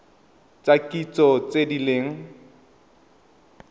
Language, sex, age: Tswana, male, 31